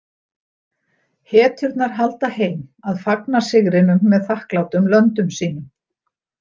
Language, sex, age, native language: Icelandic, female, 60-69, Icelandic